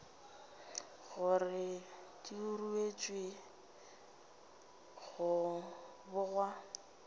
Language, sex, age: Northern Sotho, female, 27